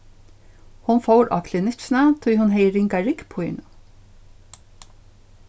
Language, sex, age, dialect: Faroese, female, 61+, Suðurstreymoy